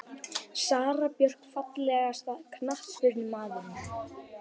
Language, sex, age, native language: Icelandic, male, 12, Icelandic